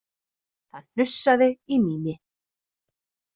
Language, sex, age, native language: Icelandic, female, 30-39, Icelandic